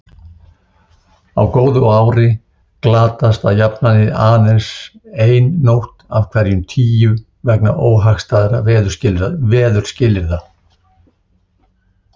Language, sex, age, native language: Icelandic, male, 60-69, Icelandic